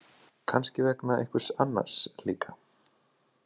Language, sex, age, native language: Icelandic, male, 30-39, Icelandic